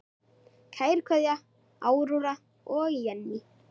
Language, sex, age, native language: Icelandic, male, 9, Icelandic